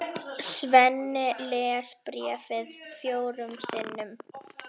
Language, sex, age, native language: Icelandic, female, 10, Icelandic